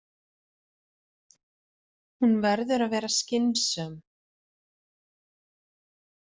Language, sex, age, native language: Icelandic, female, 40-49, Icelandic